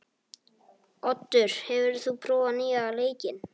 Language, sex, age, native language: Icelandic, male, 18-19, Icelandic